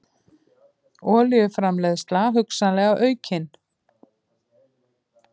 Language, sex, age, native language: Icelandic, female, 50-59, Icelandic